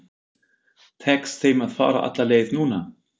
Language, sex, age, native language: Icelandic, male, 50-59, German